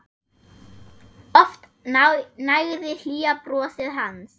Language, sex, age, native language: Icelandic, female, 8, German